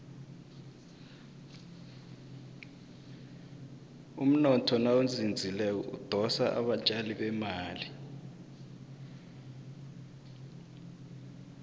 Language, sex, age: South Ndebele, male, 23